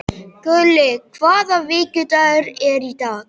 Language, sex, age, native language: Icelandic, male, 12, Icelandic